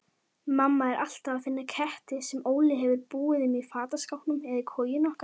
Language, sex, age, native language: Icelandic, female, 18-19, Icelandic